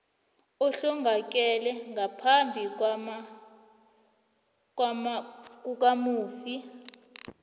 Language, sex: South Ndebele, female